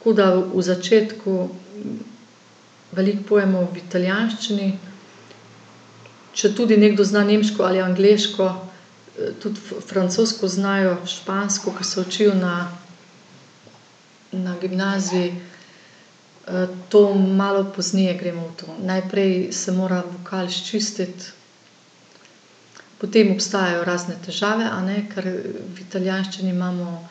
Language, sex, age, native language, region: Slovenian, female, 50-59, Slovenian, Gorenjska region